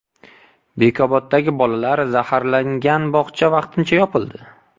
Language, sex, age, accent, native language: Uzbek, male, 25-34, Qashqadaryo, Uzbek